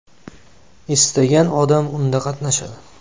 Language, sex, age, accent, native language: Uzbek, male, 18-24, Andijon, Uzbek